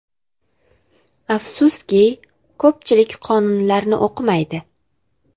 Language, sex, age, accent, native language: Uzbek, female, 18-24, Andijon, Uzbek